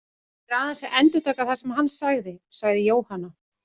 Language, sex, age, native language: Icelandic, female, 40-49, Icelandic